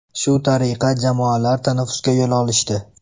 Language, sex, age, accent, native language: Uzbek, male, 18-24, Buxoro, Uzbek